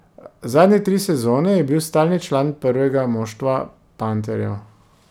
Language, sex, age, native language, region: Slovenian, male, 30-49, Slovenian, Drava region